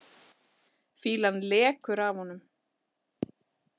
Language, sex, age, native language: Icelandic, female, 40-49, Icelandic